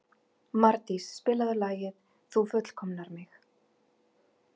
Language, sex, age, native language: Icelandic, female, 50-59, Icelandic